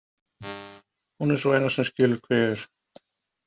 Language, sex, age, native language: Icelandic, male, 50-59, Icelandic